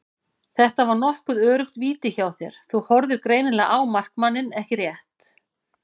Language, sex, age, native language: Icelandic, female, 40-49, Icelandic